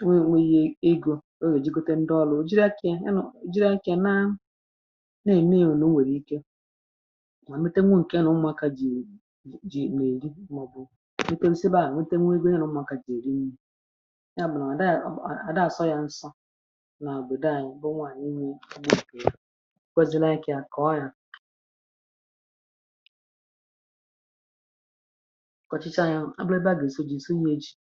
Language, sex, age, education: Igbo, female, 30-45, tertiary